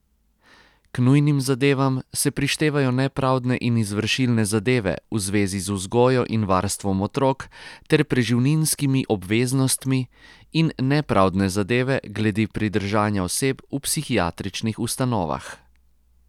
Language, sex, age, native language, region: Slovenian, male, 30-49, Croatian, Posavska region